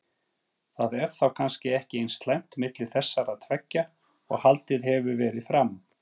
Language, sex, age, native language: Icelandic, male, 40-49, Icelandic